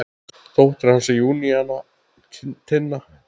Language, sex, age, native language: Icelandic, male, 10, Icelandic